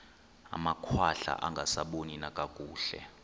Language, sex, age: Xhosa, male, 23